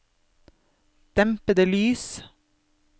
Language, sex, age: Norwegian, female, 32